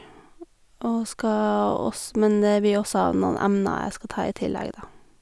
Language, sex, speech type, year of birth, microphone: Norwegian, female, spontaneous, 1989, Sennheiser